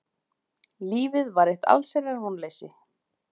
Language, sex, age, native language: Icelandic, female, 40-49, Icelandic